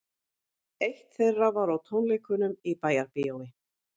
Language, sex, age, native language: Icelandic, female, 50-59, Icelandic